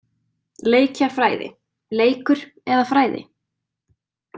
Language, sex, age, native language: Icelandic, female, 20-29, Icelandic